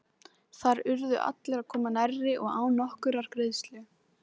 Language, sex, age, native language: Icelandic, female, 14, Icelandic